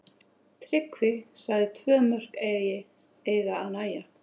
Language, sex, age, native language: Icelandic, female, 30-39, Icelandic